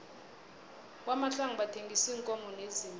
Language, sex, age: South Ndebele, female, 22